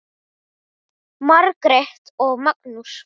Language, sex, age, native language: Icelandic, male, 9, Portuguese